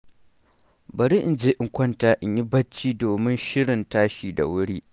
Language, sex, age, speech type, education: Hausa, male, 15-29, read, primary